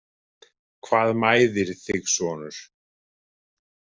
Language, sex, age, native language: Icelandic, male, 50-59, Icelandic